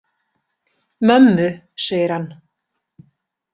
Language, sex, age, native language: Icelandic, female, 40-49, Icelandic